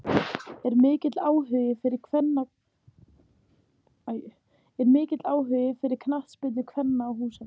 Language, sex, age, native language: Icelandic, female, 18-19, Icelandic